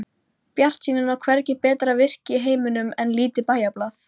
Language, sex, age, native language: Icelandic, female, 12, Icelandic